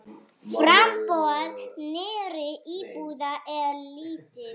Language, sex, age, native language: Icelandic, female, 9, Icelandic